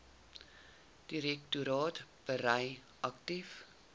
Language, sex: Afrikaans, female